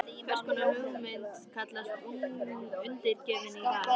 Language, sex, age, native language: Icelandic, female, 13, Icelandic